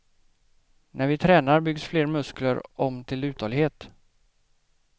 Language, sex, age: Swedish, male, 28